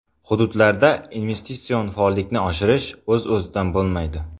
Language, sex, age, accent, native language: Uzbek, male, 18-24, Qoraqalpog'iston, Uzbek